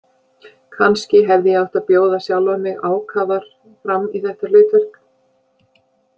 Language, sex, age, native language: Icelandic, female, 50-59, Icelandic